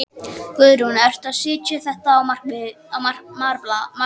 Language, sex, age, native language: Icelandic, male, 12, Icelandic